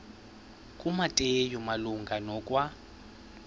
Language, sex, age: Xhosa, male, 20